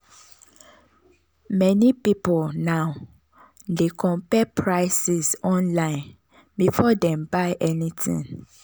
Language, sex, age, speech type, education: Nigerian Pidgin, female, 30-45, spontaneous, tertiary